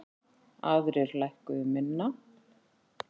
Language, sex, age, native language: Icelandic, female, 40-49, Icelandic